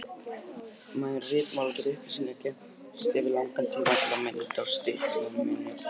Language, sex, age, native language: Icelandic, male, 18-19, Icelandic